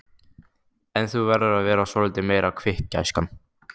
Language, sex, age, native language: Icelandic, male, 15, Icelandic